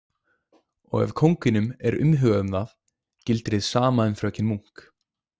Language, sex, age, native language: Icelandic, male, 20-29, Icelandic